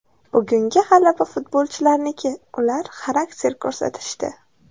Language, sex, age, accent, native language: Uzbek, female, 18-24, Samarqand, Uzbek